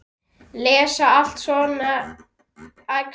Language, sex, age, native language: Icelandic, male, 10, Icelandic